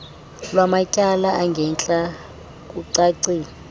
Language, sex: Xhosa, female